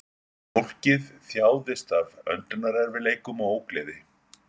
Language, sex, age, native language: Icelandic, male, 50-59, Icelandic